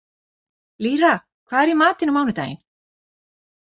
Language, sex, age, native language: Icelandic, female, 40-49, Icelandic